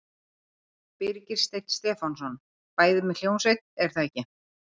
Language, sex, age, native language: Icelandic, female, 50-59, Icelandic